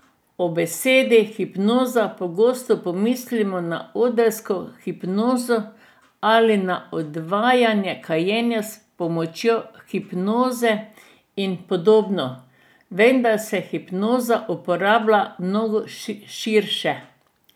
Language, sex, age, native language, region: Slovenian, female, 60+, Slovenian, Drava region